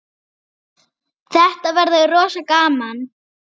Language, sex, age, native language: Icelandic, female, 8, Icelandic